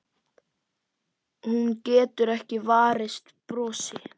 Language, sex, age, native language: Icelandic, male, 10, Icelandic